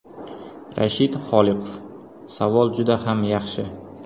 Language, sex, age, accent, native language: Uzbek, male, 18-24, Qoraqalpog'iston, Uzbek